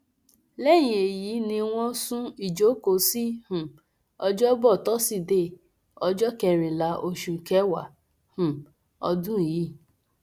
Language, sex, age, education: Yoruba, female, 30-45, tertiary